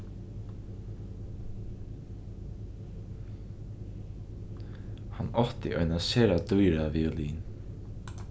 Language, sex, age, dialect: Faroese, male, 15-35, Norðuroyggjar